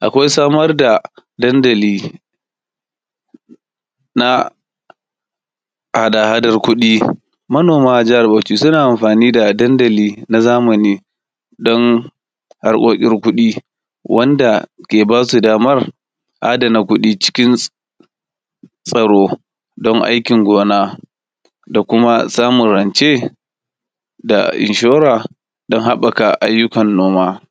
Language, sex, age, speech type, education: Hausa, male, 30-45, spontaneous, tertiary